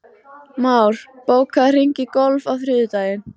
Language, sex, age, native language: Icelandic, female, 14, Icelandic